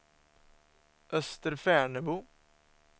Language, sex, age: Swedish, male, 27